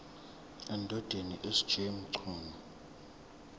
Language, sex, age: Zulu, male, 21